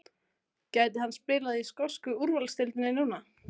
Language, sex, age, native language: Icelandic, female, 20-29, Icelandic